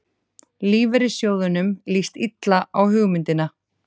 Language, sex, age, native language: Icelandic, female, 30-39, Icelandic